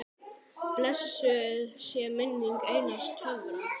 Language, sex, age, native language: Icelandic, male, 9, Icelandic